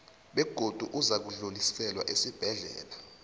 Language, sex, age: South Ndebele, male, 19